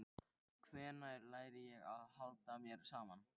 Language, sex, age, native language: Icelandic, male, 13, Icelandic